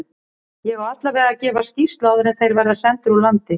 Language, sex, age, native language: Icelandic, female, 40-49, Icelandic